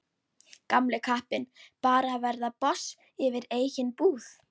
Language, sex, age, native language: Icelandic, female, 11, Icelandic